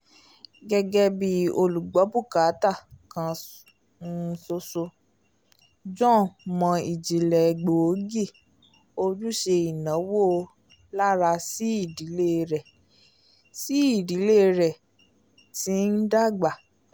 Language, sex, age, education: Yoruba, female, 15-29, tertiary